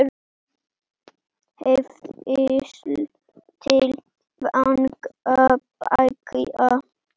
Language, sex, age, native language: Icelandic, male, 8, Icelandic